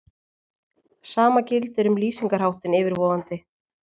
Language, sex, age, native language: Icelandic, female, 20-29, Icelandic